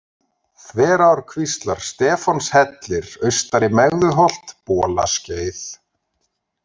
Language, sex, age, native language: Icelandic, male, 40-49, Icelandic